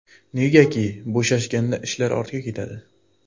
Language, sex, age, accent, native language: Uzbek, male, 18-24, Farg'ona, Uzbek